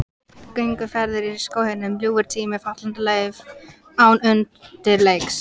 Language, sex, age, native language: Icelandic, female, 14, Icelandic